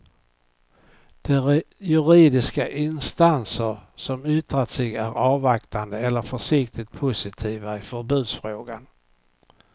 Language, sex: Swedish, male